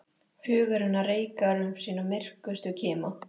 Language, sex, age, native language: Icelandic, female, 13, Icelandic